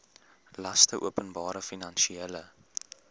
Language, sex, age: Afrikaans, male, 18